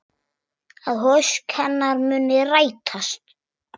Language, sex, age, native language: Icelandic, male, 6, Icelandic